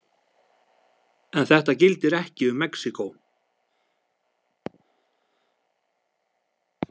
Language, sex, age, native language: Icelandic, male, 50-59, Icelandic